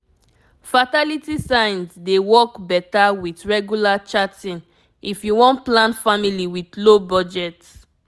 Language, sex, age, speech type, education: Nigerian Pidgin, female, 15-29, spontaneous, tertiary